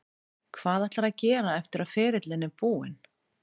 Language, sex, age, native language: Icelandic, female, 30-39, Icelandic